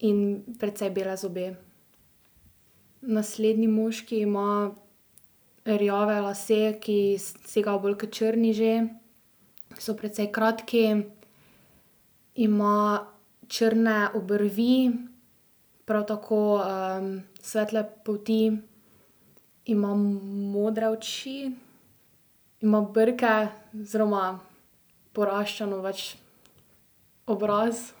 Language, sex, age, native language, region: Slovenian, female, 12-17, Slovenian, Drava region